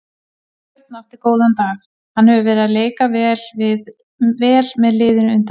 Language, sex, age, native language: Icelandic, female, 40-49, Icelandic